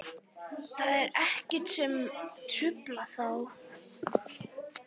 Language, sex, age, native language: Icelandic, male, 12, Icelandic